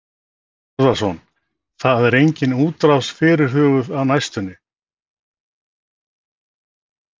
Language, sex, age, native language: Icelandic, male, 60-69, Icelandic